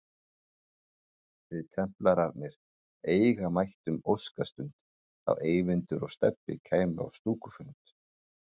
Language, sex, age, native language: Icelandic, male, 40-49, Icelandic